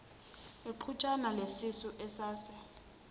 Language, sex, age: Zulu, female, 21